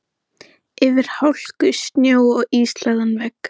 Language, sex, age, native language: Icelandic, male, 14, Icelandic